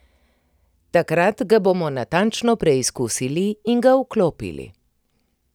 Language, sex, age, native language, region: Slovenian, female, 30-49, Slovenian, Primorsko-notranjska region